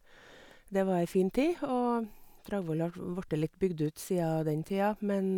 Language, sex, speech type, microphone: Norwegian, female, spontaneous, Sennheiser